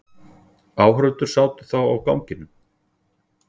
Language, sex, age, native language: Icelandic, male, 40-49, Icelandic